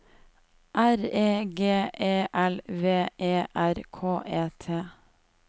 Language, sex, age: Norwegian, female, 28